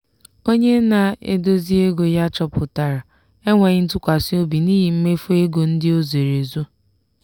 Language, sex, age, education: Igbo, female, 15-29, tertiary